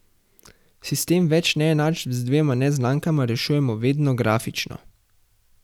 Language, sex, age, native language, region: Slovenian, male, 18-29, Slovenian, Central Slovenia